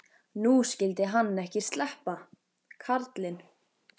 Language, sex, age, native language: Icelandic, female, 14, Icelandic